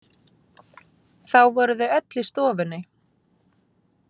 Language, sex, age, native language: Icelandic, female, 20-29, Icelandic